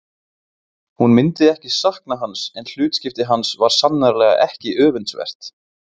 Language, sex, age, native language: Icelandic, male, 20-29, Icelandic